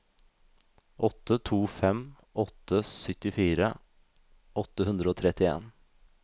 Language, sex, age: Norwegian, male, 32